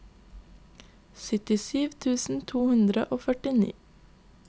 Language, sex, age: Norwegian, female, 22